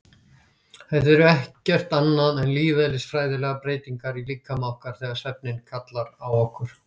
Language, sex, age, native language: Icelandic, female, 60-69, Icelandic